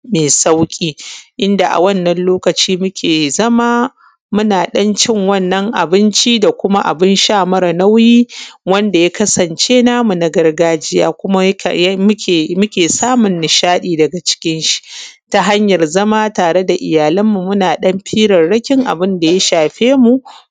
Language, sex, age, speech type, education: Hausa, female, 15-29, spontaneous, tertiary